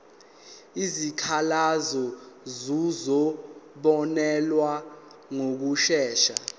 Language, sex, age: Zulu, male, 19